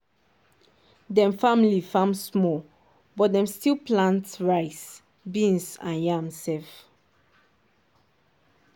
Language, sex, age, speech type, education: Nigerian Pidgin, female, 15-29, spontaneous, tertiary